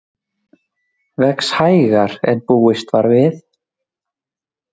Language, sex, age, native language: Icelandic, male, 40-49, Icelandic